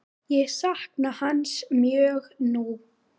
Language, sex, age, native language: Icelandic, female, 10, Icelandic